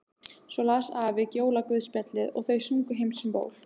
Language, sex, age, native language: Icelandic, female, 15, Icelandic